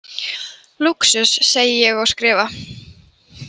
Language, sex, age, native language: Icelandic, male, 18-19, Icelandic